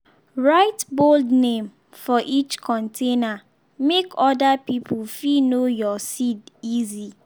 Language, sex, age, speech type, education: Nigerian Pidgin, female, 15-29, spontaneous, secondary